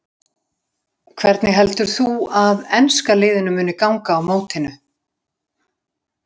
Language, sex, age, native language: Icelandic, female, 60-69, Icelandic